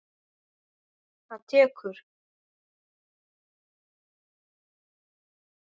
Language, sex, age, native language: Icelandic, male, 9, Icelandic